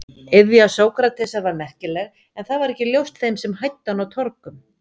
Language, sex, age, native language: Icelandic, female, 50-59, Icelandic